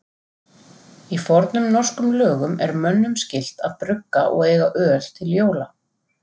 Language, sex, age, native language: Icelandic, female, 40-49, Icelandic